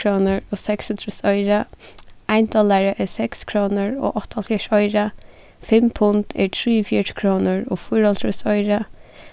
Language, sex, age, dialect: Faroese, female, 15-35, Suðuroy